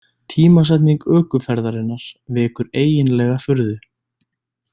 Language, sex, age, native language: Icelandic, male, 20-29, Icelandic